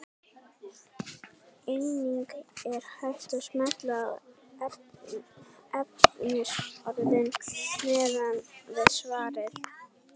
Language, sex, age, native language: Icelandic, female, 18-19, Icelandic